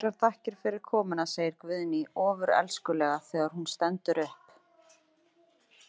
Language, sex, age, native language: Icelandic, female, 30-39, Icelandic